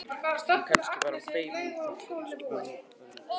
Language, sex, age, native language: Icelandic, male, 20-29, Icelandic